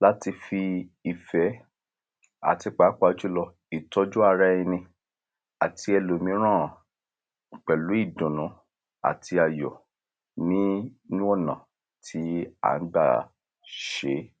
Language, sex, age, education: Yoruba, male, 30-45, secondary